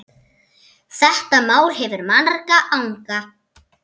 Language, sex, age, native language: Icelandic, female, 7, Icelandic